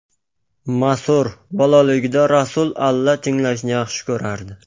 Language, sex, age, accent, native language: Uzbek, male, 19-29, Qashqadaryo, Uzbek